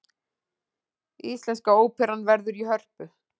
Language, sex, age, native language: Icelandic, female, 40-49, Icelandic